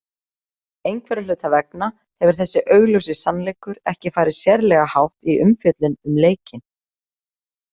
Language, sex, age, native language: Icelandic, female, 40-49, Icelandic